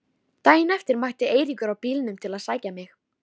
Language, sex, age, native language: Icelandic, female, 13, Icelandic